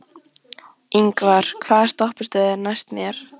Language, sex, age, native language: Icelandic, female, 14, Icelandic